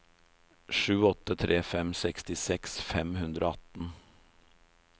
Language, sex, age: Norwegian, male, 56